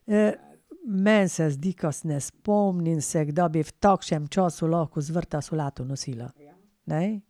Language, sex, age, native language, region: Slovenian, female, 60+, Slovenian, Pomurje region